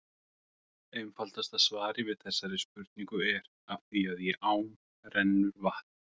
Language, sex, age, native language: Icelandic, male, 40-49, Icelandic